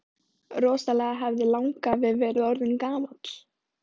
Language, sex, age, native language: Icelandic, female, 13, Icelandic